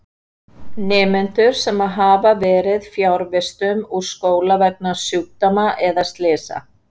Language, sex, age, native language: Icelandic, female, 40-49, Icelandic